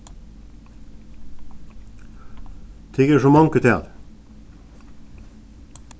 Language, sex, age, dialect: Faroese, male, 36-60, Suðuroy